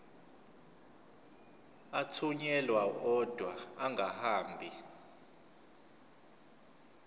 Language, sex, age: Zulu, male, 29